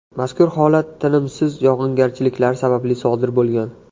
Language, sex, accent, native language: Uzbek, male, Andijon, Uzbek